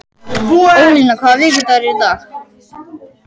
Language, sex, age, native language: Icelandic, male, 12, Icelandic